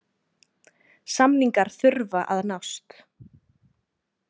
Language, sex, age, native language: Icelandic, female, 20-29, Icelandic